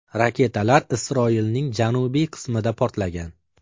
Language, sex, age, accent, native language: Uzbek, male, 25-34, Farg'ona, Uzbek